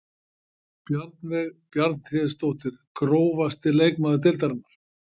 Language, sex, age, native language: Icelandic, male, 60-69, Icelandic